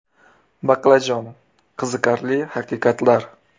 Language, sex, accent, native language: Uzbek, male, Andijon, Uzbek